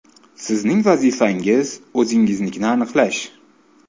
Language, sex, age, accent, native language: Uzbek, male, 25-34, Toshkent viloyati, Uzbek